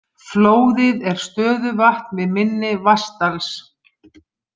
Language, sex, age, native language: Icelandic, female, 50-59, Icelandic